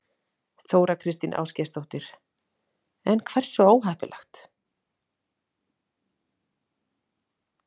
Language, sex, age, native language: Icelandic, female, 40-49, Icelandic